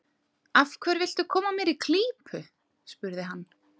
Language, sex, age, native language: Icelandic, female, 30-39, Icelandic